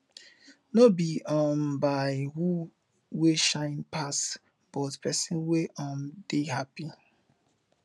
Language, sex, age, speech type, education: Nigerian Pidgin, male, 15-29, spontaneous, tertiary